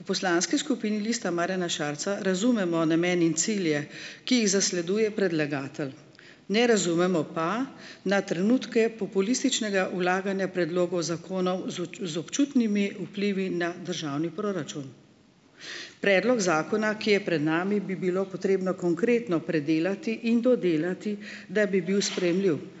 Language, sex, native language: Slovenian, female, Slovenian